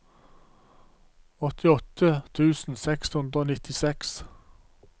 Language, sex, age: Norwegian, male, 47